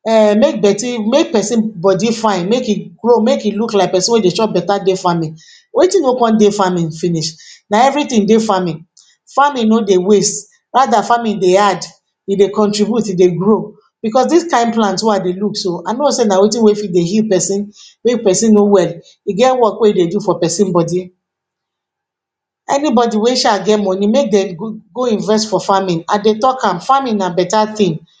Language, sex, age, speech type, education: Nigerian Pidgin, female, 46-60, spontaneous, tertiary